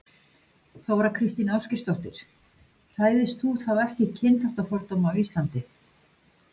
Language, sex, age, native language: Icelandic, female, 50-59, Icelandic